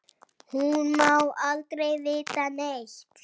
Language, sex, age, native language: Icelandic, female, 6, Icelandic